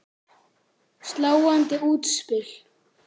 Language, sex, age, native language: Icelandic, male, 9, Icelandic